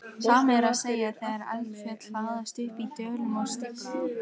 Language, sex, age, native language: Icelandic, female, 18-19, Icelandic